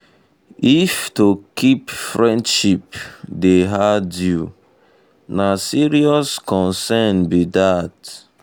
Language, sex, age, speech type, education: Nigerian Pidgin, male, 15-29, spontaneous, tertiary